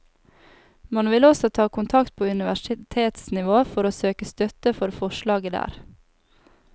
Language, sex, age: Norwegian, female, 28